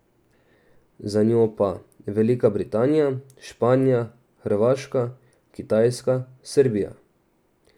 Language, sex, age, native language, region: Slovenian, male, 18-29, Slovenian, Drava region